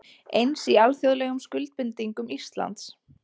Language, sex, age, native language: Icelandic, female, 20-29, Icelandic